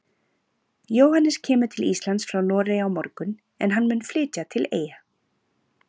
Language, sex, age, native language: Icelandic, female, 40-49, Icelandic